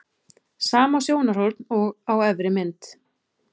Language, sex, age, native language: Icelandic, female, 30-39, Icelandic